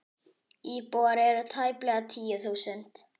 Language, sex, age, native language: Icelandic, female, 10, Icelandic